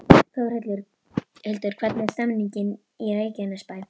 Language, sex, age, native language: Icelandic, female, 12, Icelandic